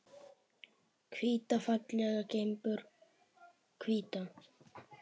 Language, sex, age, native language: Icelandic, male, 7, Icelandic